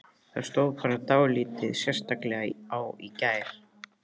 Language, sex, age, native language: Icelandic, male, 13, Icelandic